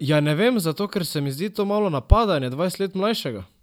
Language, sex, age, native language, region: Slovenian, male, 12-17, Slovenian, Drava region